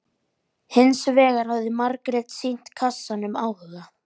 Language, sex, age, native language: Icelandic, male, 11, Icelandic